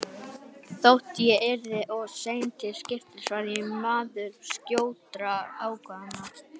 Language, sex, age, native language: Icelandic, male, 18-19, Icelandic